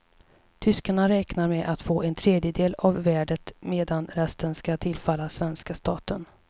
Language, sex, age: Swedish, female, 37